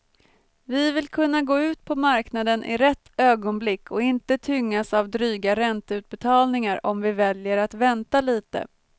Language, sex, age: Swedish, female, 23